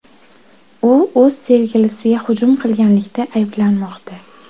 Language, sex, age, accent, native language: Uzbek, female, 18-24, Farg'ona, Uzbek